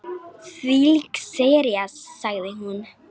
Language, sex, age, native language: Icelandic, female, 10, Icelandic